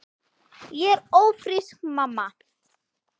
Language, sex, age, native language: Icelandic, female, 9, Icelandic